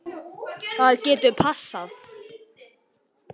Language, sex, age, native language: Icelandic, male, 10, Icelandic